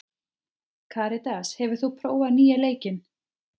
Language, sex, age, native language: Icelandic, female, 30-39, Icelandic